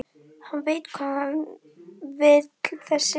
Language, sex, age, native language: Icelandic, female, 12, Icelandic